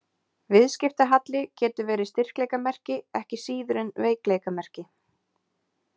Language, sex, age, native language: Icelandic, female, 20-29, Icelandic